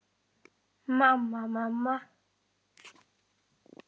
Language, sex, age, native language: Icelandic, male, 10, Icelandic